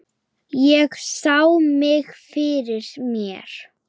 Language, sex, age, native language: Icelandic, female, 9, Icelandic